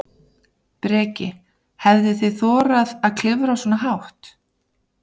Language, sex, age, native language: Icelandic, female, 30-39, Icelandic